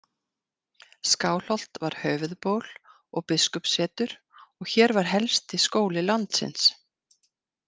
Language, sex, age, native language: Icelandic, female, 50-59, Icelandic